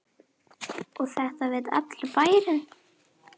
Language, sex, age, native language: Icelandic, female, 10, Icelandic